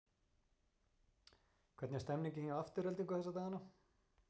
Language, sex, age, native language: Icelandic, male, 40-49, Icelandic